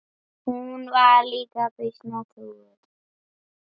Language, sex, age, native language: Icelandic, female, 8, Icelandic